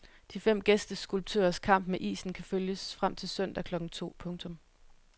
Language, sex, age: Danish, female, 31